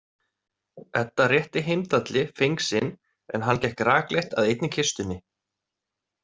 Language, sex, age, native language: Icelandic, male, 30-39, Icelandic